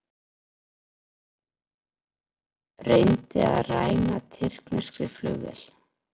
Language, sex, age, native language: Icelandic, female, 40-49, Icelandic